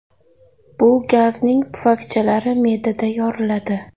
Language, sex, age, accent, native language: Uzbek, female, 25-34, Toshkent shahri, Uzbek